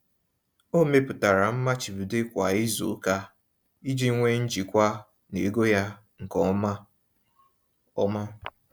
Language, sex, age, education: Igbo, male, 15-29, tertiary